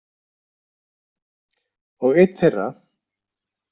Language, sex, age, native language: Icelandic, male, 60-69, Icelandic